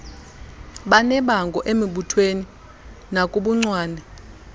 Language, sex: Xhosa, female